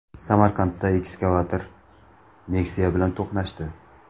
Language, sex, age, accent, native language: Uzbek, male, 19-29, Samarqand, Uzbek